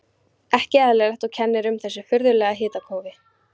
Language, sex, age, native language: Icelandic, female, 15, Icelandic